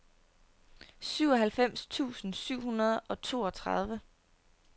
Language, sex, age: Danish, female, 30